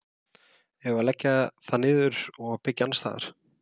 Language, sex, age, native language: Icelandic, male, 30-39, Icelandic